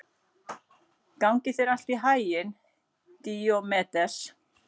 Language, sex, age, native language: Icelandic, female, 40-49, Icelandic